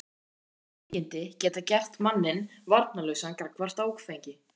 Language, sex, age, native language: Icelandic, male, 13, Icelandic